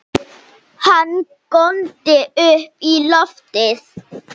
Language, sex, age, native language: Icelandic, female, 7, Icelandic